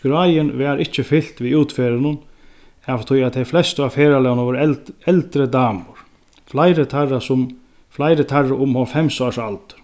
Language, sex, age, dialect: Faroese, male, 36-60, Sandoy